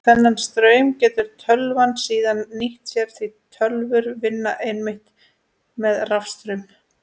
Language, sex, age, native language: Icelandic, female, 20-29, Icelandic